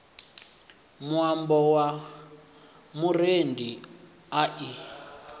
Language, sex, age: Venda, male, 24